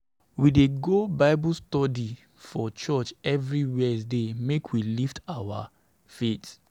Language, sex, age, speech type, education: Nigerian Pidgin, male, 30-45, spontaneous, secondary